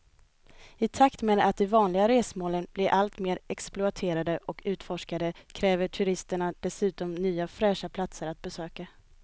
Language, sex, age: Swedish, female, 20